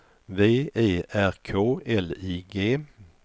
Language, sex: Swedish, male